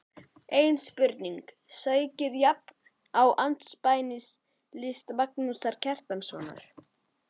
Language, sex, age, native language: Icelandic, male, 11, Icelandic